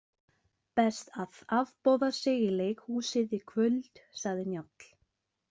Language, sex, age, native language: Icelandic, female, 20-29, Icelandic